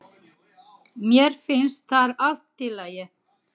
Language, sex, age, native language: Icelandic, female, 30-39, Icelandic